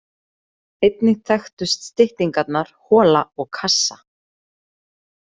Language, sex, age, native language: Icelandic, female, 40-49, Icelandic